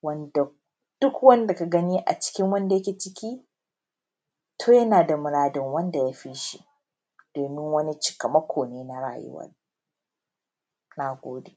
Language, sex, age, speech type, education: Hausa, female, 15-29, spontaneous, primary